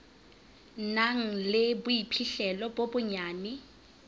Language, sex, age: Southern Sotho, female, 25